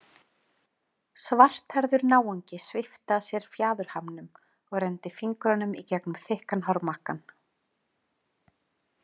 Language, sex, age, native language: Icelandic, female, 40-49, Icelandic